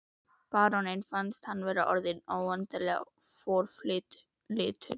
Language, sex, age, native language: Icelandic, female, 11, Icelandic